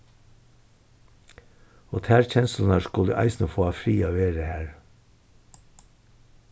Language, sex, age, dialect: Faroese, male, 61+, Suðurstreymoy